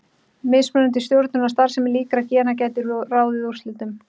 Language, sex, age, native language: Icelandic, female, 30-39, Icelandic